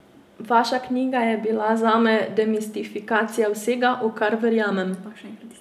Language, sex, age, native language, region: Slovenian, female, 18-29, Slovenian, Savinja region